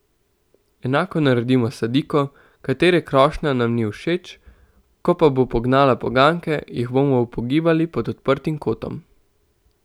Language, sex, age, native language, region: Slovenian, male, 18-29, Slovenian, Central Slovenia